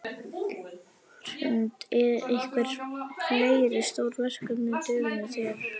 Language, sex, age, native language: Icelandic, female, 11, Icelandic